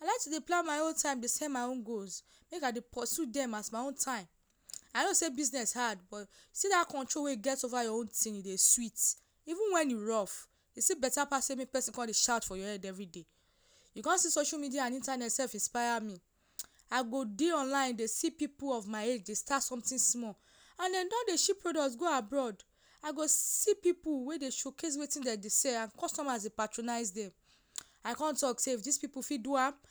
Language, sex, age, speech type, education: Nigerian Pidgin, female, 15-29, spontaneous, tertiary